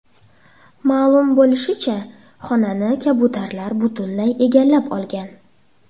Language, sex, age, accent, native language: Uzbek, female, under 19, Toshkent shahri, Uzbek